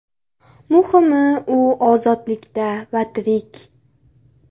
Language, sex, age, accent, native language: Uzbek, female, 18-24, Andijon, Uzbek